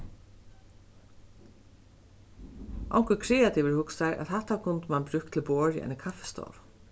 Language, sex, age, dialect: Faroese, female, 36-60, Suðurstreymoy